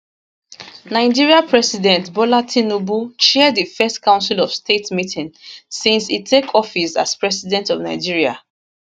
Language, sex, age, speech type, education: Nigerian Pidgin, female, 15-29, spontaneous, tertiary